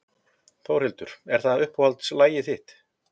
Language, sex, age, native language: Icelandic, male, 50-59, Icelandic